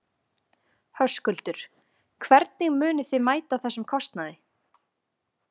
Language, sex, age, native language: Icelandic, female, 20-29, Icelandic